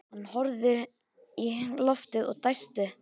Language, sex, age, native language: Icelandic, male, 13, Icelandic